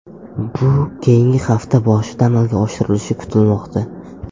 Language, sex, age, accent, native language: Uzbek, male, under 19, Samarqand, Uzbek